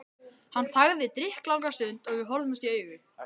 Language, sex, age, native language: Icelandic, male, 13, Icelandic